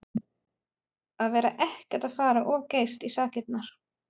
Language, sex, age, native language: Icelandic, female, 30-39, German